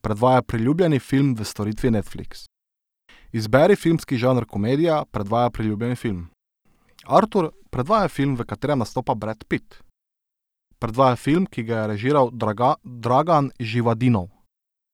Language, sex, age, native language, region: Slovenian, male, 18-29, Slovenian, Drava region